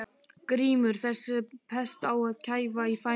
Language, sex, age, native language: Icelandic, male, 12, Icelandic